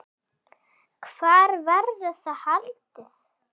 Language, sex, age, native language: Icelandic, female, 7, Icelandic